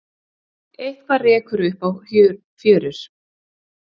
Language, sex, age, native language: Icelandic, female, 30-39, Icelandic